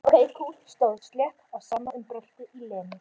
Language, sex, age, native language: Icelandic, female, 12, Icelandic